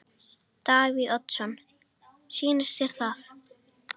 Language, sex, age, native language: Icelandic, female, 10, Icelandic